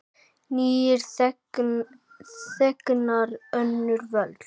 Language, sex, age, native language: Icelandic, male, 8, Icelandic